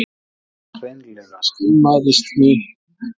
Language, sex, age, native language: Icelandic, male, 40-49, Icelandic